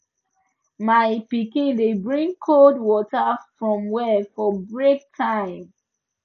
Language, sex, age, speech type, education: Nigerian Pidgin, female, 15-29, spontaneous, tertiary